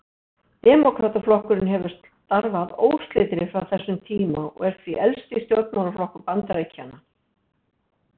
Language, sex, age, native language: Icelandic, female, 60-69, Icelandic